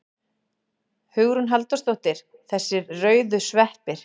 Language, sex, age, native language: Icelandic, female, 11, Icelandic